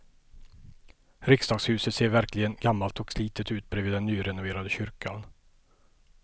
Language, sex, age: Swedish, male, 50